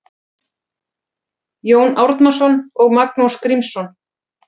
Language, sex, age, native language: Icelandic, female, 40-49, Icelandic